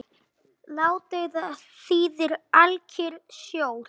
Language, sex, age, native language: Icelandic, male, 9, Icelandic